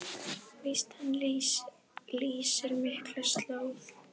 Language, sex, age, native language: Icelandic, female, 10, Icelandic